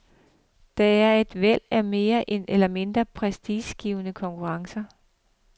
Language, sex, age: Danish, female, 42